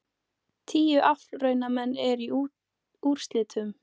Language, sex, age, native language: Icelandic, female, 18-19, Icelandic